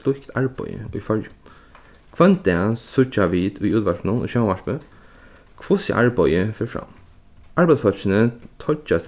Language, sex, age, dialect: Faroese, male, 15-35, Norðurstreymoy/Eysturoy